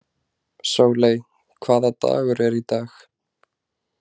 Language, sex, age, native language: Icelandic, male, 20-29, Icelandic